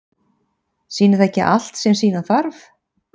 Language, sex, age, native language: Icelandic, female, 50-59, Icelandic